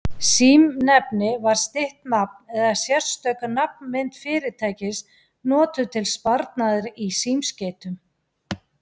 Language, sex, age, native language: Icelandic, female, 40-49, Icelandic